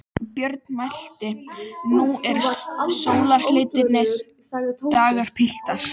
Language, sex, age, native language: Icelandic, female, 12, Icelandic